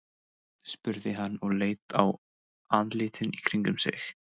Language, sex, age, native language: Icelandic, male, 20-29, English